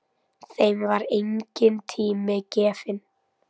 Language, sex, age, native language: Icelandic, male, 10, Icelandic